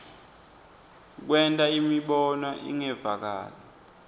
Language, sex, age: Swati, male, 20